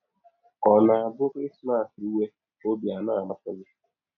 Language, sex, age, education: Igbo, male, 30-45, tertiary